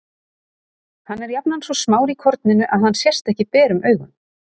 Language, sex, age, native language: Icelandic, female, 30-39, Icelandic